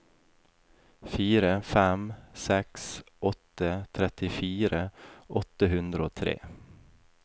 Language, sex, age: Norwegian, male, 28